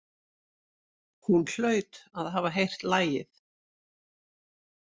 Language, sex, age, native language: Icelandic, female, 60-69, Icelandic